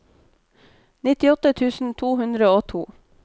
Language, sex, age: Norwegian, female, 29